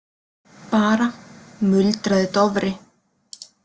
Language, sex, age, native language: Icelandic, female, 30-39, Icelandic